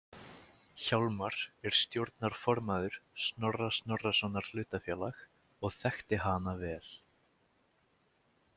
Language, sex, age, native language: Icelandic, male, 18-19, Icelandic